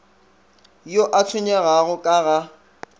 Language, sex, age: Northern Sotho, male, 24